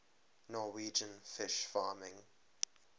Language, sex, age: English, male, 23